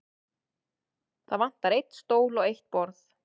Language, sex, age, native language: Icelandic, female, 30-39, Icelandic